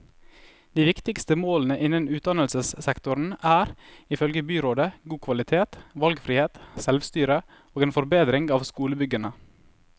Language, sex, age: Norwegian, male, 21